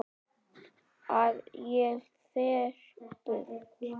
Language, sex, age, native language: Icelandic, male, 9, Icelandic